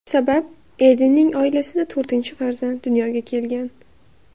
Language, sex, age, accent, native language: Uzbek, female, 18-24, Buxoro, Uzbek